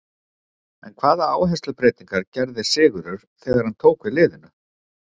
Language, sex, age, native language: Icelandic, male, 50-59, Icelandic